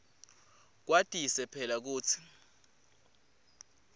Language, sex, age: Swati, male, 20